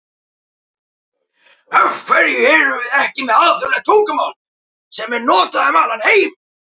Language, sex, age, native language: Icelandic, male, 18-19, Icelandic